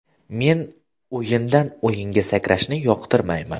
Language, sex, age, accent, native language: Uzbek, male, 18-24, Farg'ona, Uzbek